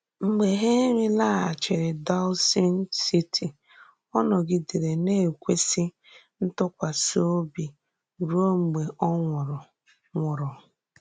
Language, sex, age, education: Igbo, female, 30-45, tertiary